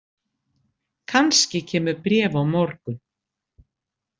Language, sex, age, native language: Icelandic, female, 60-69, Icelandic